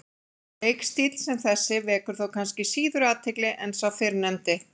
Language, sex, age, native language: Icelandic, female, 40-49, Icelandic